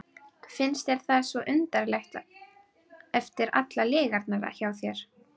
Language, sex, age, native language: Icelandic, female, 12, Icelandic